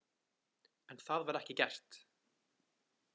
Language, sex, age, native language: Icelandic, male, 20-29, Icelandic